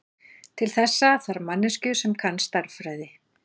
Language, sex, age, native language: Icelandic, female, 40-49, Icelandic